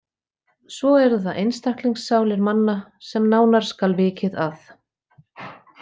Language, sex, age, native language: Icelandic, female, 40-49, Icelandic